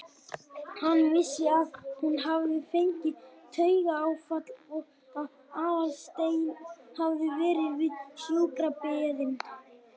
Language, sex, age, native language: Icelandic, male, 18-19, Icelandic